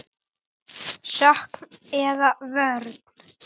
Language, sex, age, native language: Icelandic, female, 9, Icelandic